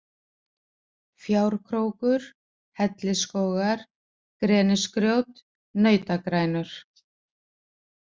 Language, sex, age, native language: Icelandic, female, 40-49, Icelandic